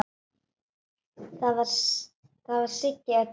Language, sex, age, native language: Icelandic, female, 9, Icelandic